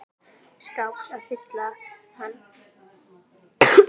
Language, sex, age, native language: Icelandic, female, 10, Icelandic